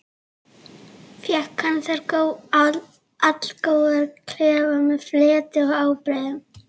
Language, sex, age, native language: Icelandic, female, 11, Icelandic